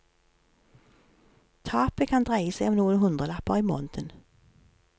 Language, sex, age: Norwegian, female, 53